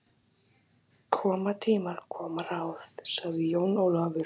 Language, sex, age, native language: Icelandic, female, 18-19, Icelandic